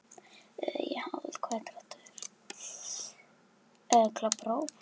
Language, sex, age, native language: Icelandic, female, 10, Icelandic